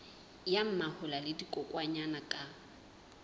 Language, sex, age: Southern Sotho, female, 20